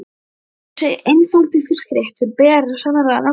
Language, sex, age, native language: Icelandic, male, 12, Icelandic